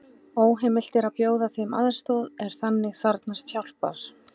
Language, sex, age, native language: Icelandic, female, 20-29, Icelandic